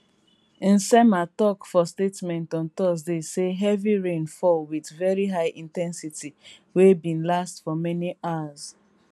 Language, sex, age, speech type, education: Nigerian Pidgin, female, 15-29, spontaneous, tertiary